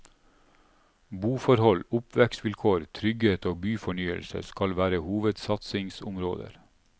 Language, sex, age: Norwegian, male, 47